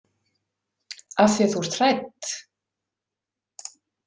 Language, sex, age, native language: Icelandic, female, 40-49, Icelandic